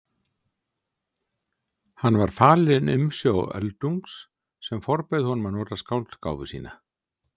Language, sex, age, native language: Icelandic, male, 60-69, Icelandic